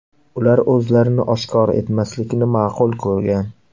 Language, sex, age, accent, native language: Uzbek, male, 18-24, Qashqadaryo, Uzbek